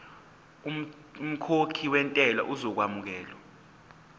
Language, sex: Zulu, male